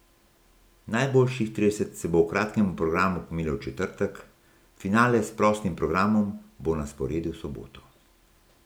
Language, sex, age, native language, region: Slovenian, male, 60+, Slovenian, Gorenjska region